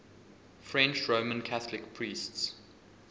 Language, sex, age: English, male, 20